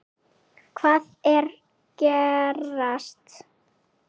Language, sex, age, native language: Icelandic, female, 8, Icelandic